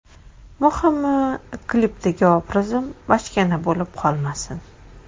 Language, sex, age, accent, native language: Uzbek, female, 25-34, Toshkent shahri, Uzbek